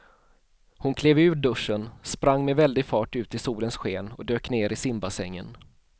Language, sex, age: Swedish, male, 31